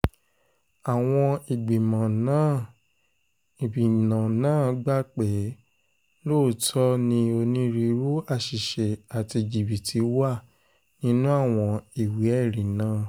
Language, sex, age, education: Yoruba, male, 15-29, tertiary